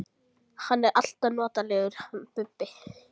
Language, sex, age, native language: Icelandic, female, 12, Icelandic